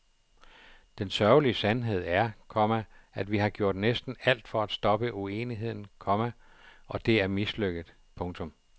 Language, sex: Danish, male